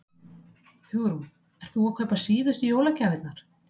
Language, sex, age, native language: Icelandic, female, 30-39, Icelandic